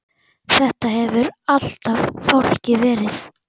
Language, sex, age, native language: Icelandic, female, 10, Icelandic